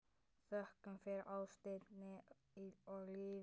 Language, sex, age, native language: Icelandic, male, 9, Icelandic